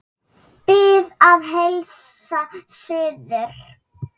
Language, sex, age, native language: Icelandic, female, 6, Icelandic